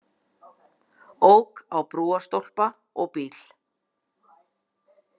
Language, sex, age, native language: Icelandic, female, 40-49, Icelandic